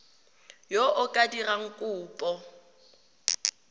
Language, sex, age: Tswana, female, 31